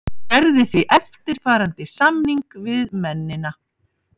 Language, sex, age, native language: Icelandic, female, 50-59, Icelandic